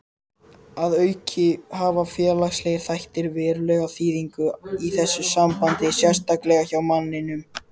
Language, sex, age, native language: Icelandic, male, 30-39, Icelandic